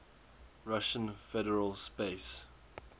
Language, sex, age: English, male, 21